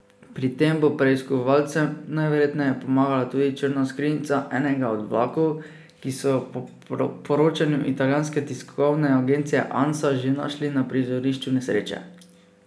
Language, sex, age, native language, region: Slovenian, male, 18-29, Slovenian, Drava region